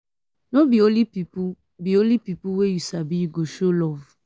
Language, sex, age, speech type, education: Nigerian Pidgin, female, 15-29, spontaneous, tertiary